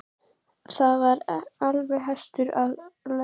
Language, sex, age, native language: Icelandic, female, 11, Icelandic